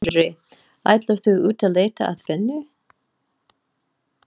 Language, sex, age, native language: Icelandic, female, 40-49, English